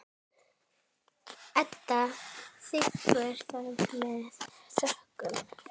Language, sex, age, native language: Icelandic, female, 10, Icelandic